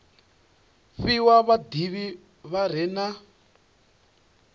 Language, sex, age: Venda, male, 28